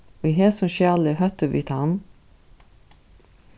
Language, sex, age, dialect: Faroese, female, 36-60, Suðuroy